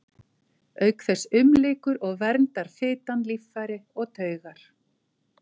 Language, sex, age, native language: Icelandic, female, 50-59, Icelandic